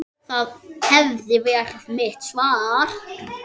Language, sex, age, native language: Icelandic, male, 8, Icelandic